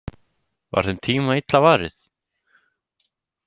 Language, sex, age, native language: Icelandic, male, 18-19, Icelandic